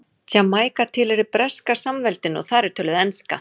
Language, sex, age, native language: Icelandic, female, 40-49, Icelandic